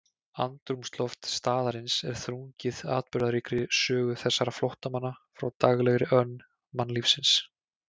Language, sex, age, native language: Icelandic, male, 20-29, Icelandic